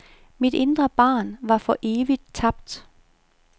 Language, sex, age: Danish, female, 51